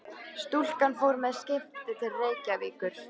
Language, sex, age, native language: Icelandic, female, 13, Icelandic